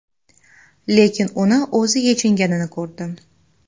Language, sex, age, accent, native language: Uzbek, female, under 19, Andijon, Uzbek